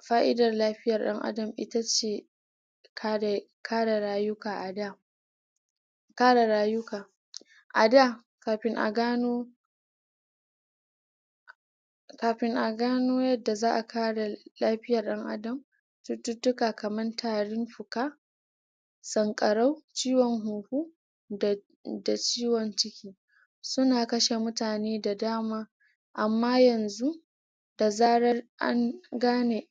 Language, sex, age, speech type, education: Hausa, female, 30-45, spontaneous, tertiary